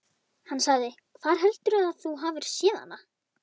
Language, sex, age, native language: Icelandic, male, 11, Icelandic